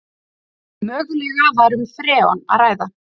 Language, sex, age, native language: Icelandic, female, 30-39, Icelandic